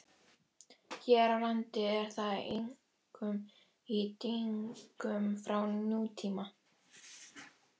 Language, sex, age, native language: Icelandic, female, 12, Icelandic